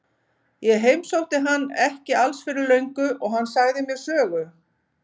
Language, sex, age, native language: Icelandic, female, 50-59, Icelandic